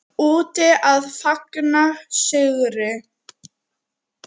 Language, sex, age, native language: Icelandic, female, 9, Icelandic